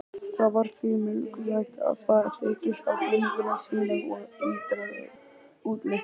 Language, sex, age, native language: Icelandic, male, 18-19, Icelandic